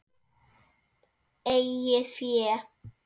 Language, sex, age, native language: Icelandic, female, 7, Icelandic